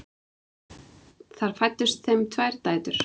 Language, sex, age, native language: Icelandic, female, 7, Icelandic